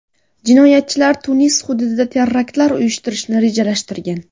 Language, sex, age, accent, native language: Uzbek, female, 18-24, Surxondaryo, Uzbek